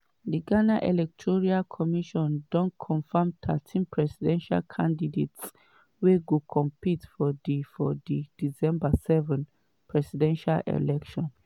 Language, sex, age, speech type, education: Nigerian Pidgin, female, 30-45, spontaneous, tertiary